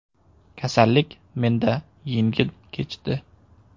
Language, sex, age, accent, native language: Uzbek, male, 18-24, Samarqand, Uzbek